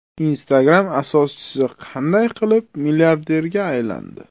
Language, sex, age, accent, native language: Uzbek, male, 25-34, Toshkent shahri, Uzbek